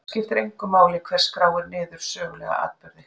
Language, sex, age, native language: Icelandic, female, 40-49, Icelandic